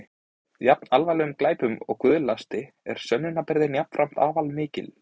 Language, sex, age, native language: Icelandic, male, 20-29, Icelandic